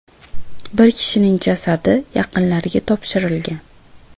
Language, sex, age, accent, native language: Uzbek, female, 18-24, Buxoro, Uzbek